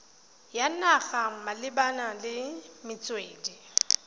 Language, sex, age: Tswana, female, 31